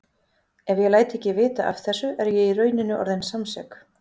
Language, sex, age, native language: Icelandic, female, 40-49, Icelandic